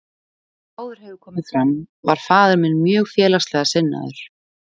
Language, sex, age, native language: Icelandic, female, 20-29, Icelandic